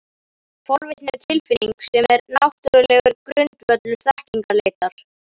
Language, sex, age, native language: Icelandic, male, 18-19, Icelandic